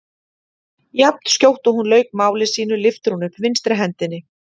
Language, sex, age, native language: Icelandic, female, 40-49, Icelandic